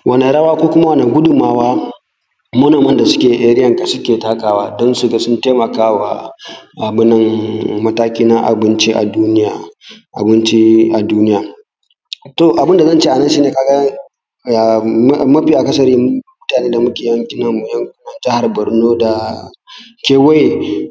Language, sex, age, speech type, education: Hausa, male, 15-29, spontaneous, tertiary